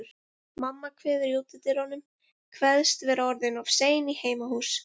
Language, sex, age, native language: Icelandic, female, 20-29, Icelandic